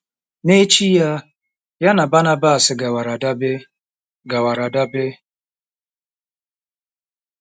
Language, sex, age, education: Igbo, male, 30-45, tertiary